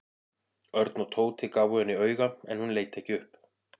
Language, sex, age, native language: Icelandic, male, 40-49, Icelandic